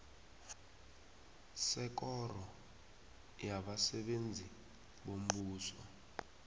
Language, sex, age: South Ndebele, male, 19